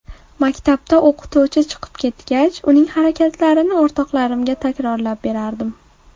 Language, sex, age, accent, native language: Uzbek, female, 18-24, Farg'ona, Uzbek